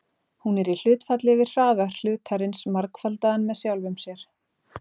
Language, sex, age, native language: Icelandic, female, 30-39, Icelandic